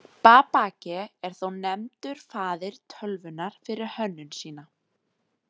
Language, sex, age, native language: Icelandic, female, 20-29, Icelandic